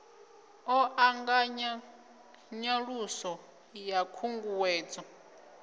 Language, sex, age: Venda, female, 25